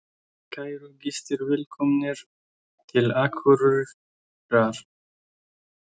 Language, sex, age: Icelandic, male, 20-29